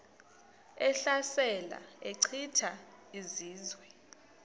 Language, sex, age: Xhosa, female, 38